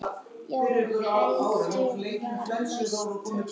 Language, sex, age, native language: Icelandic, female, 8, Icelandic